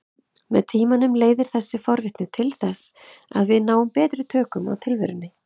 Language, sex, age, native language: Icelandic, female, 30-39, Icelandic